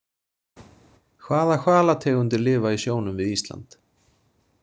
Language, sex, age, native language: Icelandic, male, 30-39, Icelandic